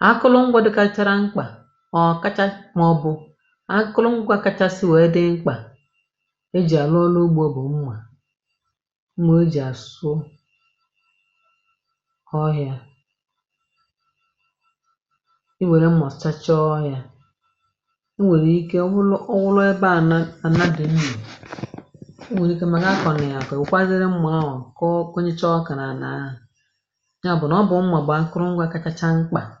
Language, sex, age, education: Igbo, female, 46-60, tertiary